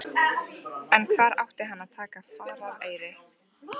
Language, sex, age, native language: Icelandic, female, 14, Icelandic